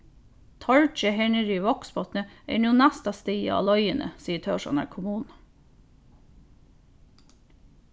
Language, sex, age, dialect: Faroese, female, 15-35, Norðurstreymoy/Eysturoy